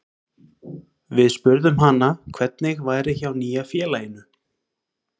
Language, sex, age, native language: Icelandic, male, 30-39, Icelandic